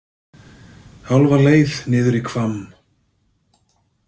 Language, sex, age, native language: Icelandic, male, 50-59, Icelandic